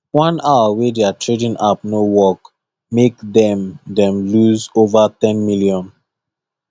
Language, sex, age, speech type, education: Nigerian Pidgin, male, 15-29, spontaneous, tertiary